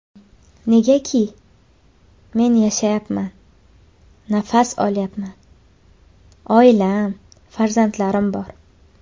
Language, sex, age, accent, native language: Uzbek, female, under 19, Qashqadaryo, Uzbek